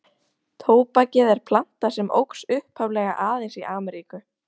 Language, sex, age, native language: Icelandic, female, 18-19, Icelandic